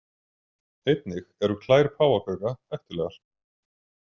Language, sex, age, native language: Icelandic, male, 30-39, Icelandic